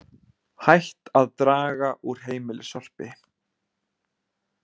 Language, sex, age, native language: Icelandic, male, 20-29, Icelandic